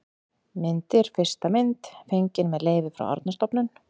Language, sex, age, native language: Icelandic, female, 40-49, Icelandic